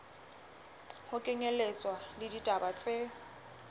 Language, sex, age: Southern Sotho, female, 23